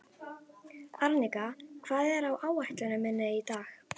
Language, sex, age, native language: Icelandic, female, 11, Icelandic